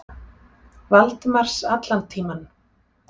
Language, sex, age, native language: Icelandic, female, 40-49, Icelandic